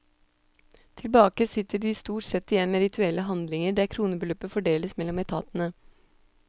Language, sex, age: Norwegian, female, 26